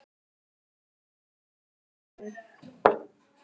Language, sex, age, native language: Icelandic, male, 10, Icelandic